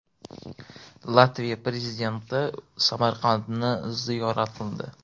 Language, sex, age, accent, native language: Uzbek, male, 18-24, Namangan, Uzbek